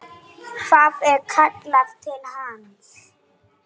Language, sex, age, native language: Icelandic, male, 9, Polish